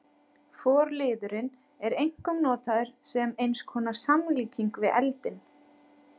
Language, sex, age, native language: Icelandic, female, 30-39, Icelandic